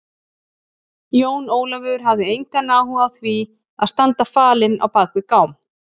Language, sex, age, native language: Icelandic, female, 40-49, Icelandic